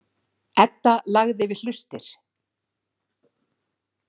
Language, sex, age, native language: Icelandic, female, 40-49, Icelandic